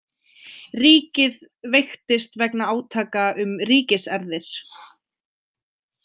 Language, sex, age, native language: Icelandic, female, 20-29, Icelandic